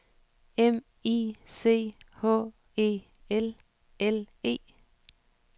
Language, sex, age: Danish, female, 47